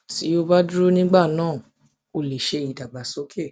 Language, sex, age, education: Yoruba, female, 15-29, tertiary